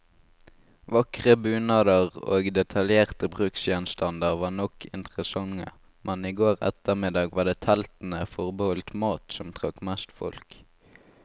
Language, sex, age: Norwegian, male, 18